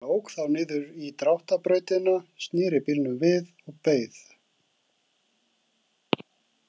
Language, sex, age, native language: Icelandic, male, 40-49, Icelandic